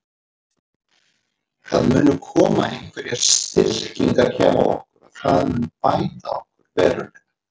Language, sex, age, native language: Icelandic, male, 40-49, Icelandic